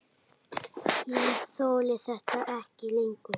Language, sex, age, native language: Icelandic, male, 8, Icelandic